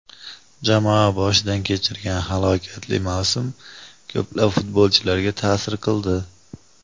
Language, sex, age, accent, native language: Uzbek, male, 25-34, Andijon, Uzbek